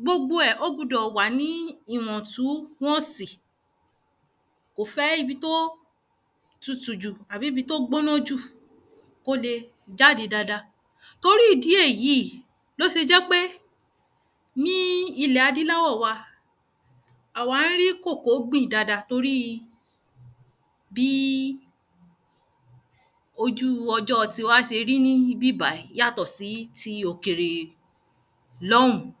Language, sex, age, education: Yoruba, female, 30-45, tertiary